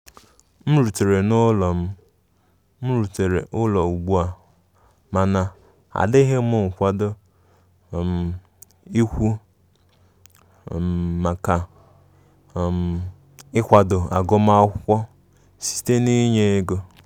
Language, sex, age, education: Igbo, male, 15-29, tertiary